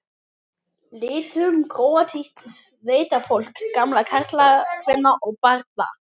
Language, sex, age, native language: Icelandic, male, 12, Icelandic